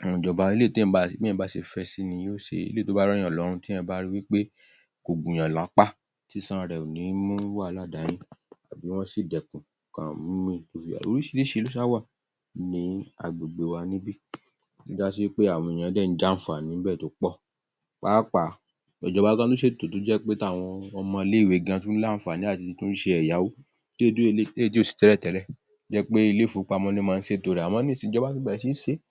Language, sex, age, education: Yoruba, male, 30-45, tertiary